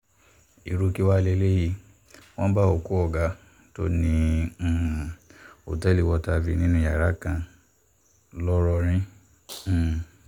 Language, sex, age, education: Yoruba, male, 15-29, tertiary